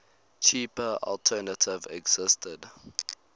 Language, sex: English, male